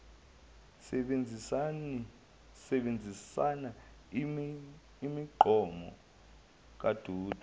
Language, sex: Zulu, male